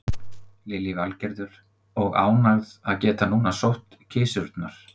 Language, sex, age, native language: Icelandic, male, 50-59, Icelandic